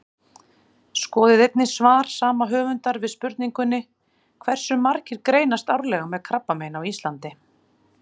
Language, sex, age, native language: Icelandic, female, 40-49, Icelandic